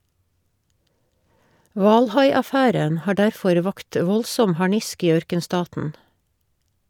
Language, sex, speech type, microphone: Norwegian, female, read, Shure